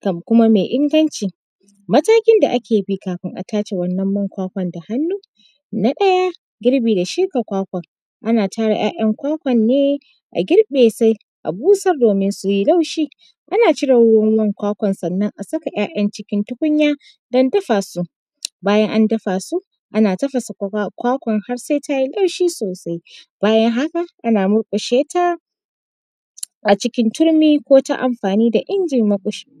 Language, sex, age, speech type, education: Hausa, female, 15-29, spontaneous, tertiary